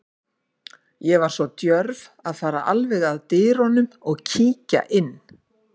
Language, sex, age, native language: Icelandic, female, 50-59, Icelandic